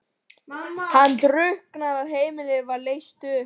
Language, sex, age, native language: Icelandic, female, 12, Icelandic